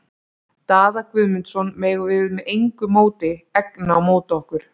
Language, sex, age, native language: Icelandic, female, 30-39, Icelandic